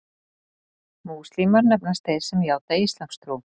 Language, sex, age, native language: Icelandic, female, 40-49, Icelandic